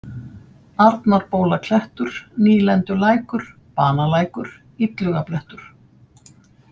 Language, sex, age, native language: Icelandic, female, 50-59, Icelandic